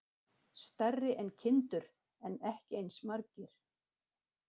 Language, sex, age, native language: Icelandic, female, 50-59, Icelandic